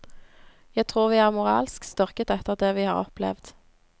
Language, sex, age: Norwegian, female, 26